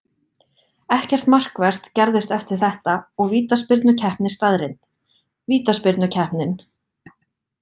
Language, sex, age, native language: Icelandic, female, 20-29, Icelandic